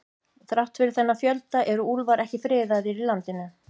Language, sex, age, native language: Icelandic, female, 50-59, Icelandic